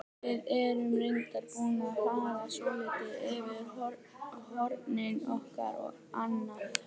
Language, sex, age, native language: Icelandic, female, 18-19, Icelandic